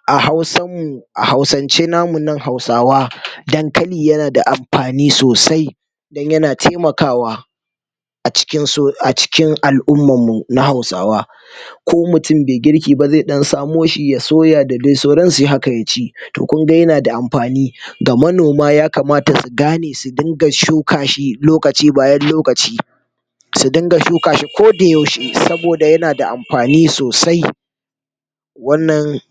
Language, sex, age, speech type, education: Hausa, male, 46-60, spontaneous, tertiary